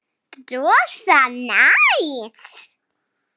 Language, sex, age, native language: Icelandic, female, 7, Icelandic